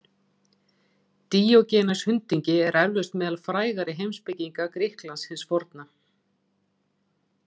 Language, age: Icelandic, 40-49